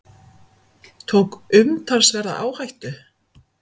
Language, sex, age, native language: Icelandic, female, 50-59, Icelandic